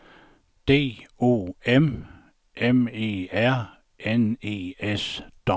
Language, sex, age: Danish, male, 69